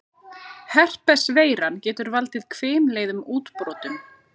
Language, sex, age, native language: Icelandic, female, 30-39, Icelandic